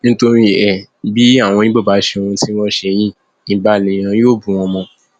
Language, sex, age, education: Yoruba, male, 15-29, tertiary